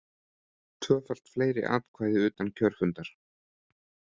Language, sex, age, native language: Icelandic, male, 30-39, Icelandic